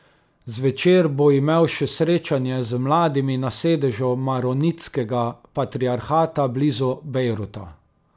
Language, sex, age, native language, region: Slovenian, male, 30-49, Slovenian, Carinthia region